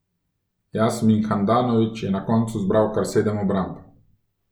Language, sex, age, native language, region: Slovenian, male, 30-49, Slovenian, Gorenjska region